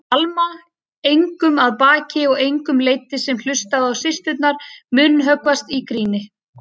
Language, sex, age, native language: Icelandic, female, 30-39, Icelandic